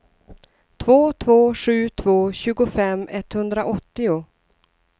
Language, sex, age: Swedish, female, 39